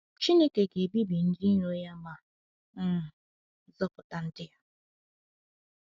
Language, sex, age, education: Igbo, female, 15-29, tertiary